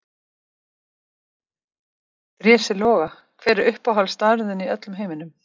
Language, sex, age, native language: Icelandic, female, 30-39, Icelandic